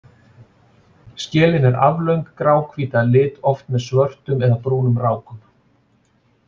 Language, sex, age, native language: Icelandic, male, 40-49, Icelandic